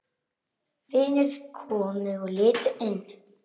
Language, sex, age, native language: Icelandic, female, 9, Icelandic